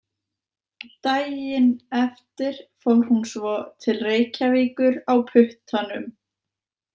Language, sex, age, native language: Icelandic, female, 20-29, Icelandic